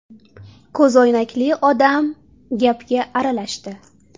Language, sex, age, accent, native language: Uzbek, female, 18-24, Samarqand, Uzbek